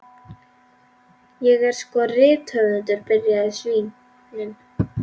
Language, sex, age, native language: Icelandic, female, 11, Icelandic